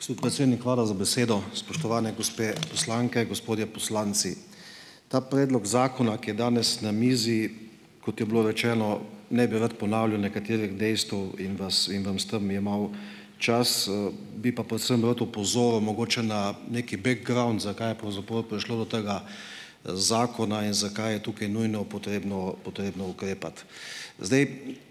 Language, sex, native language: Slovenian, male, Slovenian